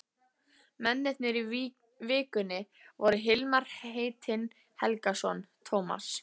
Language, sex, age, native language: Icelandic, female, 15, Icelandic